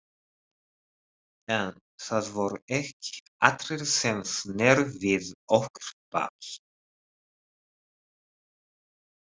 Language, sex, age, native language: Icelandic, male, 30-39, Japanese